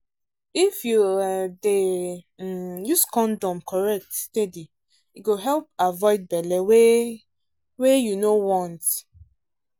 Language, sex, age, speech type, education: Nigerian Pidgin, female, 15-29, spontaneous, tertiary